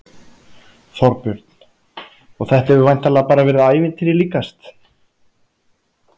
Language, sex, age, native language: Icelandic, male, 30-39, Icelandic